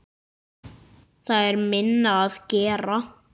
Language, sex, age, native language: Icelandic, male, 9, Icelandic